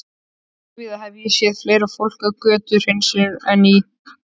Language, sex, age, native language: Icelandic, male, 13, Icelandic